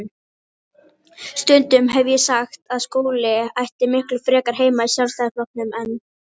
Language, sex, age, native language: Icelandic, female, 18-19, Icelandic